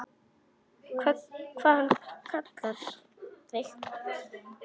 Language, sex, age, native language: Icelandic, female, 10, Icelandic